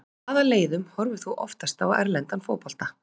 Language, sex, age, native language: Icelandic, female, 40-49, Icelandic